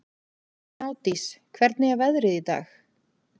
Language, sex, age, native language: Icelandic, female, 40-49, Icelandic